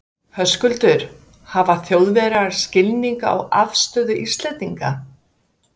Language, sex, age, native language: Icelandic, female, 50-59, Icelandic